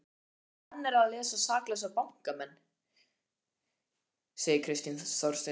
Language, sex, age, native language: Icelandic, male, 13, Icelandic